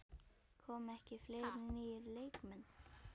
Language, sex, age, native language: Icelandic, female, 11, Icelandic